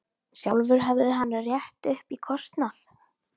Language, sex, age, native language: Icelandic, female, 12, Icelandic